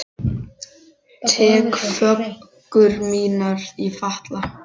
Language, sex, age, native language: Icelandic, male, 10, Icelandic